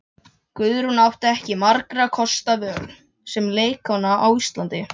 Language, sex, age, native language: Icelandic, other, 12, Icelandic